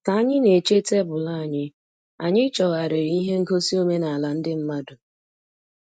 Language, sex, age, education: Igbo, female, 15-29, tertiary